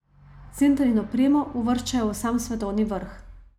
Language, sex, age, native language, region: Slovenian, female, 30-49, Slovenian, Savinja region